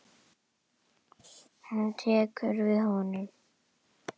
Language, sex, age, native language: Icelandic, female, 10, Icelandic